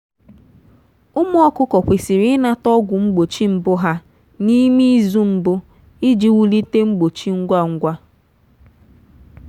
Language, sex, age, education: Igbo, female, 15-29, tertiary